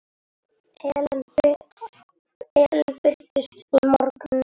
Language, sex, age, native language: Icelandic, male, 10, Icelandic